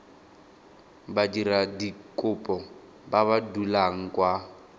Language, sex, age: Tswana, male, 19